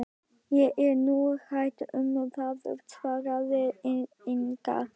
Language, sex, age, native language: Icelandic, female, 12, Icelandic